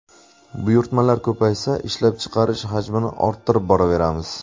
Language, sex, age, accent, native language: Uzbek, male, 25-34, Surxondaryo, Uzbek